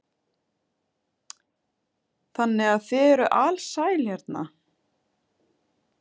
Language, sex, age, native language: Icelandic, female, 30-39, Icelandic